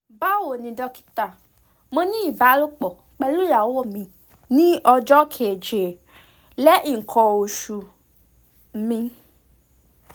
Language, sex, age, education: Yoruba, female, 15-29, tertiary